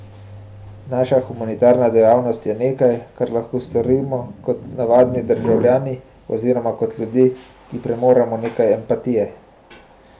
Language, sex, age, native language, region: Slovenian, male, 18-29, Slovenian, Central Slovenia